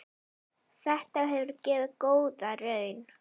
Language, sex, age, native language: Icelandic, female, 9, Icelandic